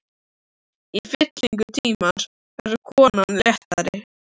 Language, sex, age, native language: Icelandic, other, 13, Icelandic